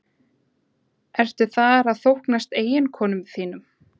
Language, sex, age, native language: Icelandic, female, 20-29, Icelandic